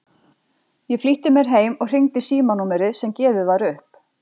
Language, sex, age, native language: Icelandic, female, 40-49, Icelandic